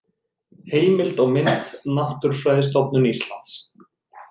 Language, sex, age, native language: Icelandic, male, 30-39, Icelandic